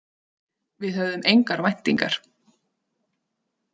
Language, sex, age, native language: Icelandic, female, 30-39, Icelandic